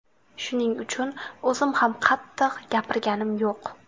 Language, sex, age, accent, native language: Uzbek, female, 18-24, Jizzax, Uzbek